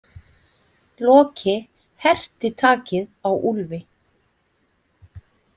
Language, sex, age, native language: Icelandic, female, 50-59, Icelandic